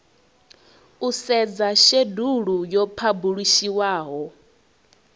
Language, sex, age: Venda, female, 21